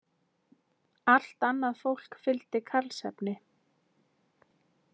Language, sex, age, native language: Icelandic, female, 20-29, Icelandic